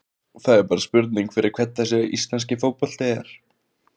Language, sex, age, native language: Icelandic, male, 18-19, Icelandic